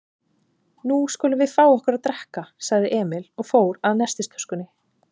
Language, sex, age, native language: Icelandic, female, 30-39, Icelandic